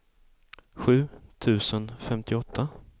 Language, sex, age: Swedish, male, 18